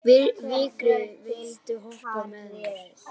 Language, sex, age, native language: Icelandic, female, 60-69, Icelandic